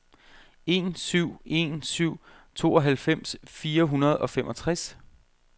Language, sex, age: Danish, male, 32